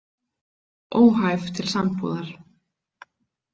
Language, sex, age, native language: Icelandic, female, 20-29, Icelandic